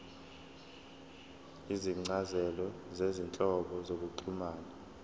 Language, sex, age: Zulu, male, 20